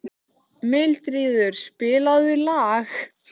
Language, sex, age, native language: Icelandic, female, 14, Icelandic